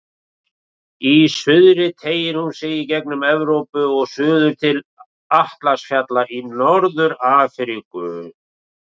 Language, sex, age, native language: Icelandic, male, 40-49, Icelandic